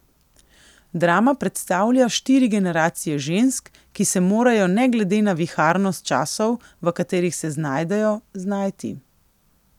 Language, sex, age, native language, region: Slovenian, female, 18-29, Slovenian, Coastal Karst region